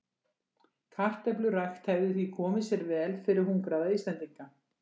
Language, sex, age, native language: Icelandic, female, 60-69, Icelandic